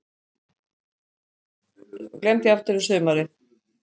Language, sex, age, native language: Icelandic, female, 60-69, Icelandic